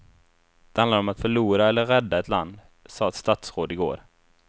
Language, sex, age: Swedish, male, 24